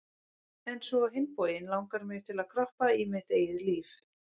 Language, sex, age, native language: Icelandic, female, 40-49, Icelandic